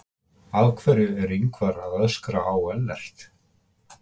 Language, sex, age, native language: Icelandic, male, 50-59, Icelandic